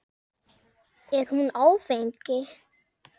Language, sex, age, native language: Icelandic, male, 8, Icelandic